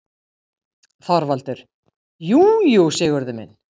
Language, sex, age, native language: Icelandic, female, 50-59, Icelandic